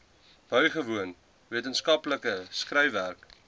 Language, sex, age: Afrikaans, male, 20